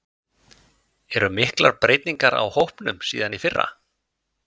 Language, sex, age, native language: Icelandic, male, 50-59, Icelandic